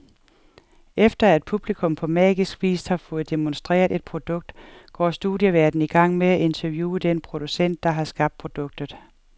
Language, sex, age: Danish, female, 47